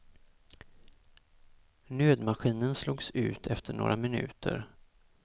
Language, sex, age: Swedish, male, 34